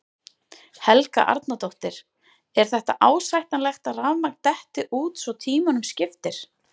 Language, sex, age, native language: Icelandic, female, 30-39, Icelandic